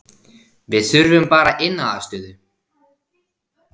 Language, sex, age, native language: Icelandic, male, 16, Icelandic